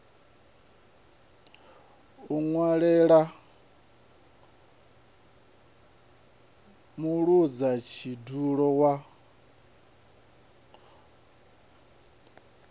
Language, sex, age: Venda, male, 37